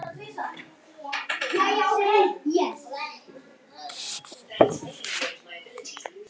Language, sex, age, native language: Icelandic, female, 8, Icelandic